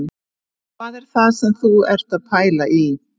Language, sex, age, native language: Icelandic, female, 50-59, Icelandic